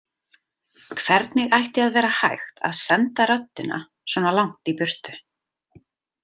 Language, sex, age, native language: Icelandic, female, 30-39, Icelandic